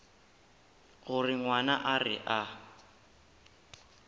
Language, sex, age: Northern Sotho, male, 19